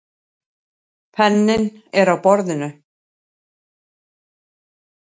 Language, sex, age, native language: Icelandic, female, 60-69, Icelandic